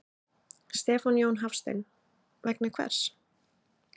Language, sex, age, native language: Icelandic, other, 20-29, Icelandic